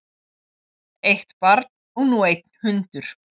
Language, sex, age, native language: Icelandic, female, 40-49, Icelandic